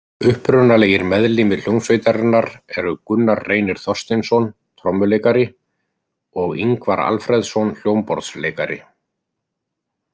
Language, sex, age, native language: Icelandic, male, 50-59, Icelandic